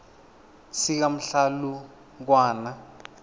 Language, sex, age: South Ndebele, male, 22